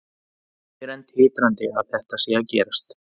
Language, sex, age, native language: Icelandic, male, 30-39, Icelandic